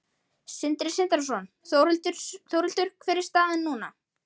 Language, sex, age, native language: Icelandic, male, 13, Icelandic